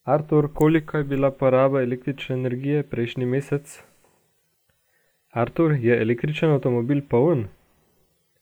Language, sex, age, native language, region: Slovenian, male, 18-29, Slovenian, Gorica region